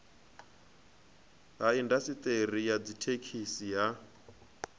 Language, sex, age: Venda, male, 25